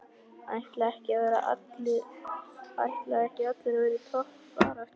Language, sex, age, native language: Icelandic, male, 11, Icelandic